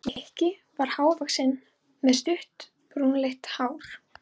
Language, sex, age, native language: Icelandic, female, 12, Icelandic